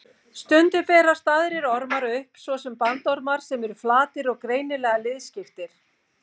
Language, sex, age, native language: Icelandic, female, 50-59, Icelandic